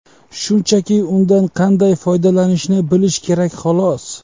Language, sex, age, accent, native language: Uzbek, male, 25-34, Jizzax, Uzbek